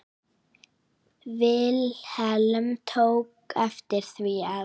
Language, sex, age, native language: Icelandic, female, 9, Icelandic